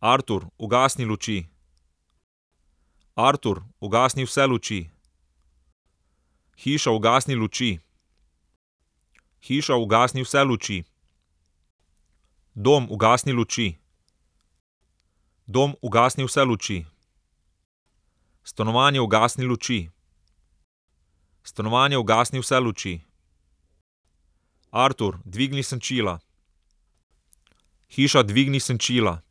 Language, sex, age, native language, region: Slovenian, male, 30-49, Slovenian, Southeast Slovenia